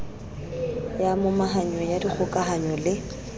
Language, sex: Southern Sotho, female